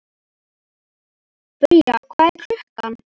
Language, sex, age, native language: Icelandic, male, 11, Icelandic